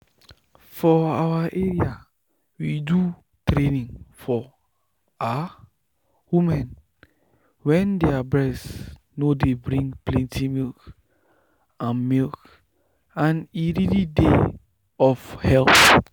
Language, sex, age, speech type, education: Nigerian Pidgin, male, 15-29, spontaneous, tertiary